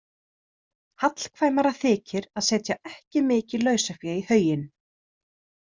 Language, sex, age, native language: Icelandic, female, 30-39, Icelandic